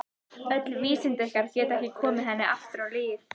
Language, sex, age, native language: Icelandic, female, 14, Icelandic